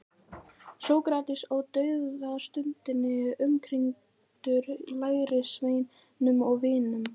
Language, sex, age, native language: Icelandic, female, 18-19, Icelandic